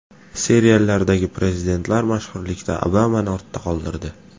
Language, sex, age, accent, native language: Uzbek, male, 18-24, Farg'ona, Uzbek